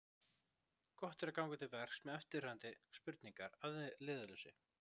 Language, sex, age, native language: Icelandic, male, 30-39, Icelandic